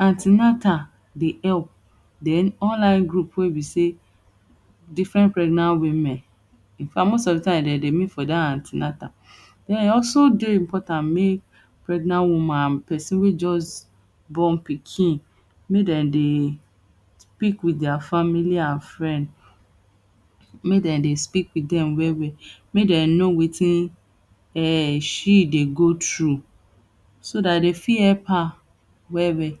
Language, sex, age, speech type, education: Nigerian Pidgin, female, 30-45, spontaneous, tertiary